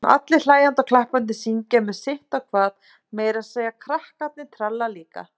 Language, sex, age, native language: Icelandic, female, 30-39, Icelandic